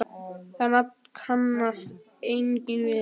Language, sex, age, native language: Icelandic, male, 10, Icelandic